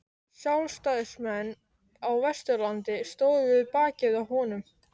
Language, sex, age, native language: Icelandic, male, 13, Icelandic